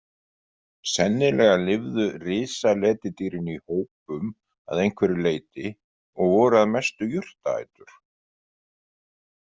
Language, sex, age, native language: Icelandic, male, 50-59, Icelandic